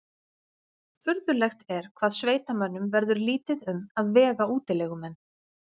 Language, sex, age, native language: Icelandic, female, 40-49, Icelandic